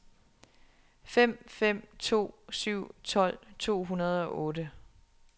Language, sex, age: Danish, female, 27